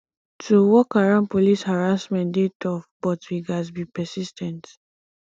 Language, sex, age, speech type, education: Nigerian Pidgin, female, 15-29, spontaneous, tertiary